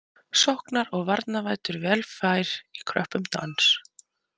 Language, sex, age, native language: Icelandic, female, 20-29, Icelandic